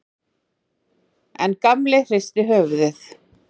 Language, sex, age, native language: Icelandic, female, 40-49, Icelandic